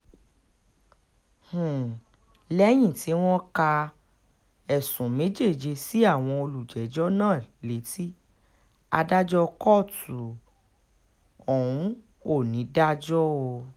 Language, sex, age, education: Yoruba, female, 15-29, tertiary